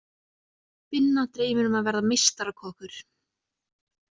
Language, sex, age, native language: Icelandic, female, 20-29, Icelandic